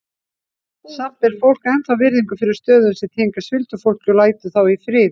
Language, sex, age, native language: Icelandic, female, 60-69, Icelandic